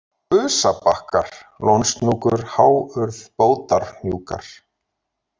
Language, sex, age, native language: Icelandic, male, 40-49, Icelandic